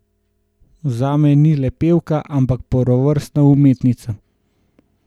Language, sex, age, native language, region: Slovenian, male, 18-29, Slovenian, Gorenjska region